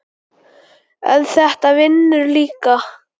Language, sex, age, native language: Icelandic, male, 9, Icelandic